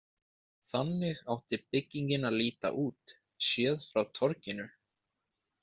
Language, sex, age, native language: Icelandic, male, 20-29, Icelandic